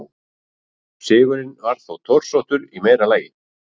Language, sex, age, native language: Icelandic, male, 40-49, Icelandic